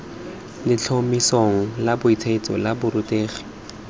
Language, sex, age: Tswana, male, 21